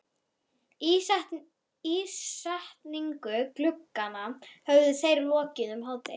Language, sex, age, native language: Icelandic, female, 12, Icelandic